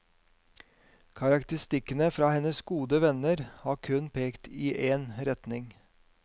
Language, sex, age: Norwegian, male, 50